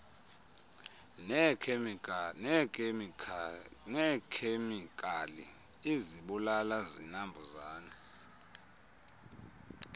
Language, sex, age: Xhosa, male, 30